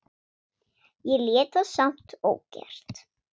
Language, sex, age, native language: Icelandic, female, 7, Swedish